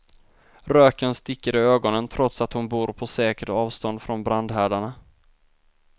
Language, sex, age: Swedish, male, 19